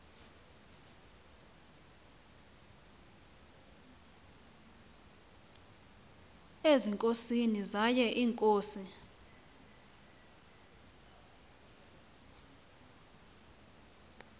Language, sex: Xhosa, female